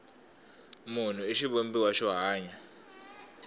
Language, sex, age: Tsonga, male, 21